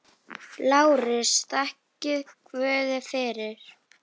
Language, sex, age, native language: Icelandic, female, 10, Icelandic